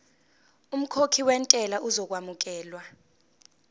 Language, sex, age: Zulu, female, 19